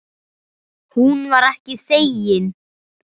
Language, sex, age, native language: Icelandic, male, 9, Icelandic